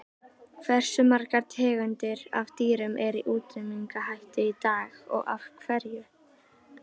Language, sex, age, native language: Icelandic, female, 18-19, Icelandic